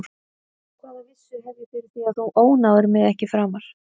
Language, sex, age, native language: Icelandic, female, 30-39, Icelandic